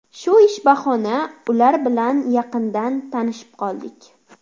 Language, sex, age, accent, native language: Uzbek, female, under 19, Farg'ona, Uzbek